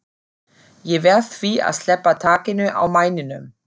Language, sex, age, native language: Icelandic, female, 40-49, German